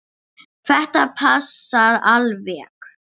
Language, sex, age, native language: Icelandic, female, 7, English